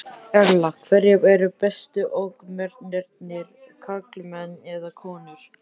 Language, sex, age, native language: Icelandic, male, 11, Icelandic